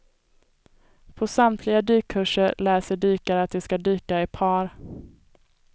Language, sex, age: Swedish, female, 24